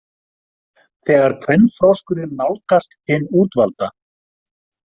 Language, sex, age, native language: Icelandic, male, 50-59, Icelandic